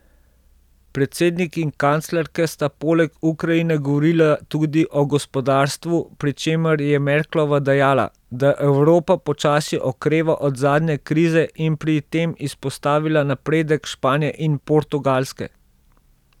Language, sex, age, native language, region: Slovenian, male, 30-49, Slovenian, Central Slovenia